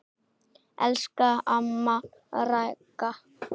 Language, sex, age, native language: Icelandic, male, 8, Icelandic